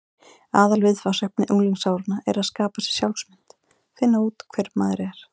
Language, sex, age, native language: Icelandic, female, 30-39, Icelandic